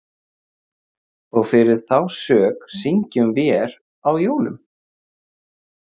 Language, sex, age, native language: Icelandic, male, 30-39, Icelandic